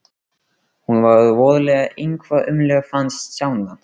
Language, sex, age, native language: Icelandic, male, 13, Icelandic